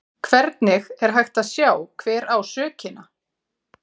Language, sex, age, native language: Icelandic, female, 40-49, Icelandic